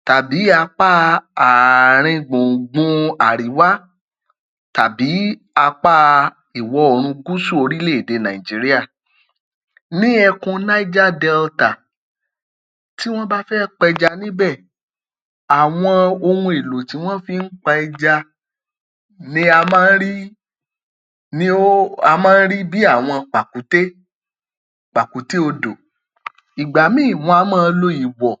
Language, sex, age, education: Yoruba, male, 30-45, tertiary